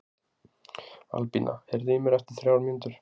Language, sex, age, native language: Icelandic, male, 20-29, Icelandic